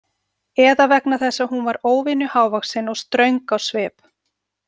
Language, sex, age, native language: Icelandic, female, 40-49, Icelandic